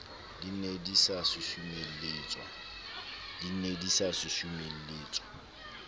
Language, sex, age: Southern Sotho, male, 29